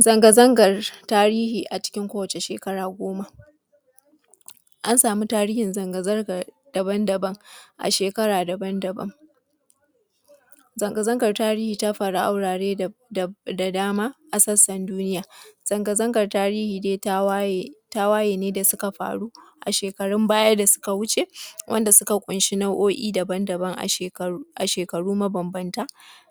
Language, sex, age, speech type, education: Hausa, female, 15-29, spontaneous, tertiary